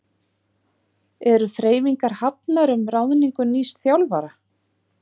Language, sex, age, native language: Icelandic, female, 50-59, Icelandic